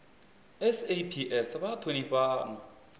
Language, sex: Venda, male